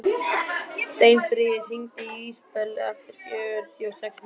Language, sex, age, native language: Icelandic, male, 12, Icelandic